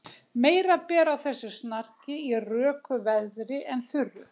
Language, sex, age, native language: Icelandic, female, 60-69, Icelandic